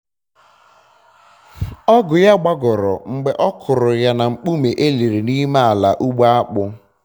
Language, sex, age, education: Igbo, male, 15-29, tertiary